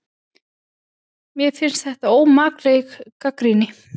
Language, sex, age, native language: Icelandic, female, 20-29, Icelandic